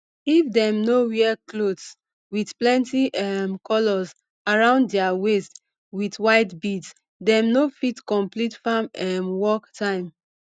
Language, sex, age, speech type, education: Nigerian Pidgin, female, 30-45, spontaneous, tertiary